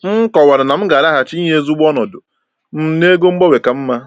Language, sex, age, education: Igbo, male, 15-29, tertiary